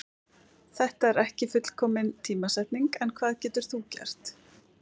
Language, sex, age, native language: Icelandic, female, 11, Icelandic